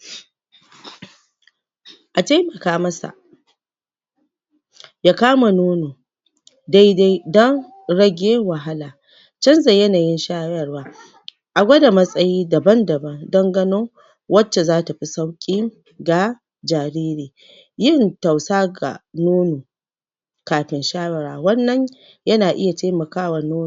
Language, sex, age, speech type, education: Hausa, female, 15-29, spontaneous, tertiary